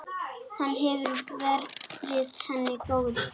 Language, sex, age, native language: Icelandic, female, 10, Icelandic